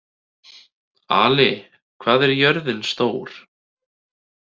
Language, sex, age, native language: Icelandic, male, 30-39, Icelandic